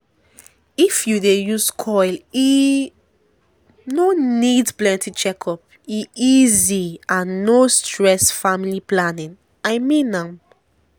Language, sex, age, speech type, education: Nigerian Pidgin, female, 15-29, spontaneous, secondary